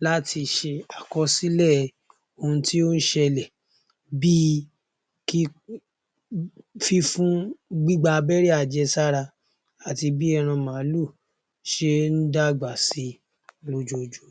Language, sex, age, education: Yoruba, male, 15-29, tertiary